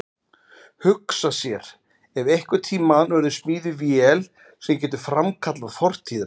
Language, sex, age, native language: Icelandic, male, 40-49, Icelandic